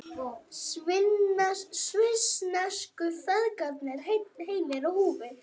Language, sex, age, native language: Icelandic, female, 40-49, Icelandic